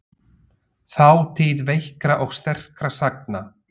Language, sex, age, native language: Icelandic, male, 40-49, Slovak